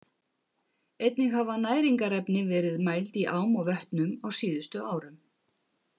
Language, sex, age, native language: Icelandic, female, 50-59, Icelandic